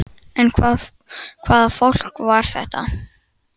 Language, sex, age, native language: Icelandic, male, 9, Icelandic